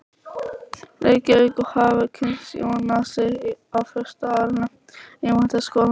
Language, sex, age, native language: Icelandic, male, 11, Icelandic